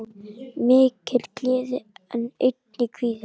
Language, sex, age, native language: Icelandic, male, 10, Icelandic